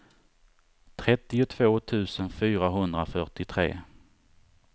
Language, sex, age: Swedish, male, 39